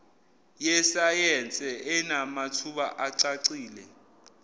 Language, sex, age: Zulu, male, 18